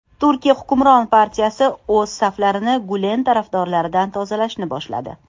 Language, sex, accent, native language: Uzbek, female, Toshkent shahri, Uzbek